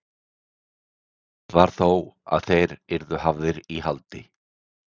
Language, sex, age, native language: Icelandic, male, 60-69, Icelandic